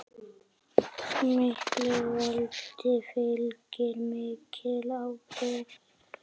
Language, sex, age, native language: Icelandic, male, 8, Icelandic